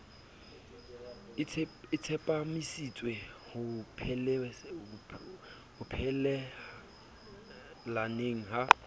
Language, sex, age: Southern Sotho, male, 27